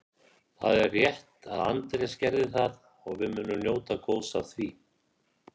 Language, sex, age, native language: Icelandic, male, 60-69, Icelandic